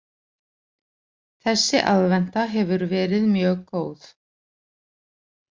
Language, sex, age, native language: Icelandic, female, 40-49, Icelandic